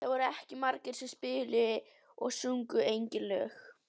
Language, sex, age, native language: Icelandic, female, 11, Icelandic